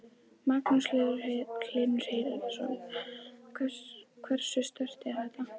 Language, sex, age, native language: Icelandic, female, 11, Icelandic